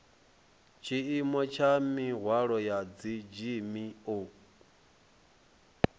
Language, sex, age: Venda, male, 23